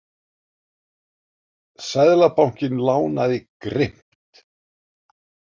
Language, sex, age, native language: Icelandic, male, 50-59, Icelandic